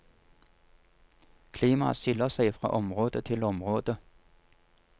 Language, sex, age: Norwegian, male, 47